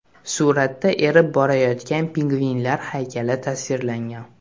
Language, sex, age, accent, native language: Uzbek, male, 18-24, Toshkent shahri, Uzbek